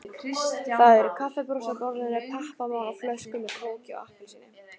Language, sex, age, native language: Icelandic, female, 18-19, Icelandic